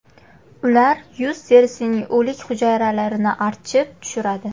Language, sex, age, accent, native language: Uzbek, female, 18-24, Qashqadaryo, Uzbek